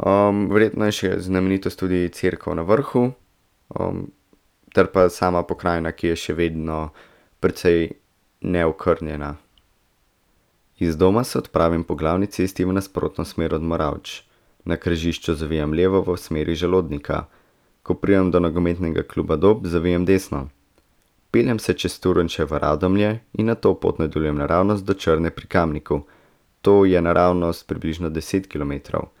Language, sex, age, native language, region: Slovenian, male, 18-29, Slovenian, Central Slovenia